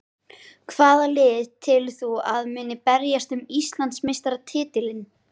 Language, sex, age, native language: Icelandic, female, 11, Icelandic